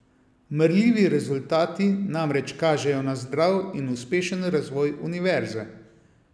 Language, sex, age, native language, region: Slovenian, male, 50-59, Slovenian, Savinja region